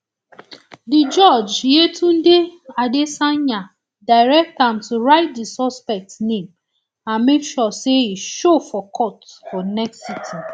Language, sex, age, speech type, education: Nigerian Pidgin, female, 30-45, spontaneous, tertiary